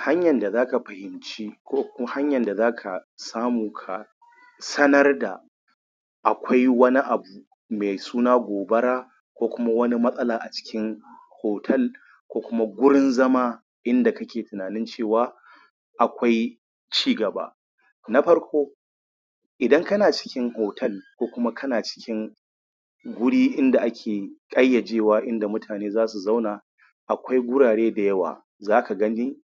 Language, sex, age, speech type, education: Hausa, male, 30-45, spontaneous, tertiary